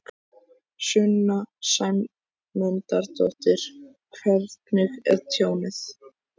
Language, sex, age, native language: Icelandic, male, 14, Icelandic